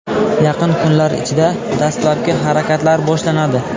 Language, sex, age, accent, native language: Uzbek, male, 18-24, Buxoro, Uzbek